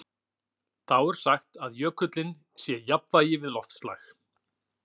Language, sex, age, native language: Icelandic, male, 40-49, Icelandic